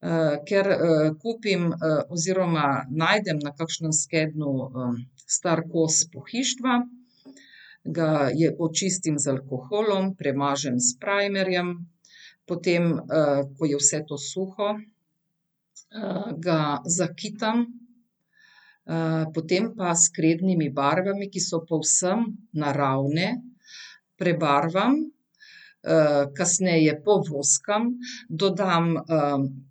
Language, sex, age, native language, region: Slovenian, female, 50-59, Slovenian, Central Slovenia